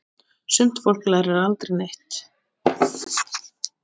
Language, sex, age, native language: Icelandic, male, 7, Icelandic